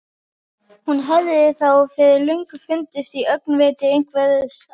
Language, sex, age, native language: Icelandic, female, 11, Icelandic